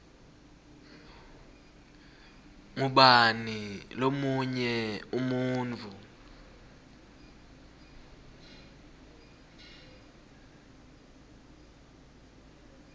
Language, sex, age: Swati, male, 20